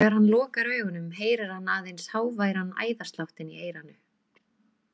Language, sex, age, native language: Icelandic, female, 20-29, Icelandic